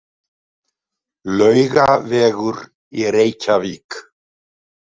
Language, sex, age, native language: Icelandic, male, 70-79, Icelandic